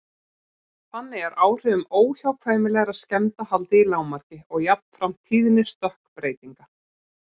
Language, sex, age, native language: Icelandic, female, 40-49, Icelandic